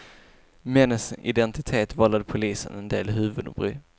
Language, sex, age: Swedish, male, 22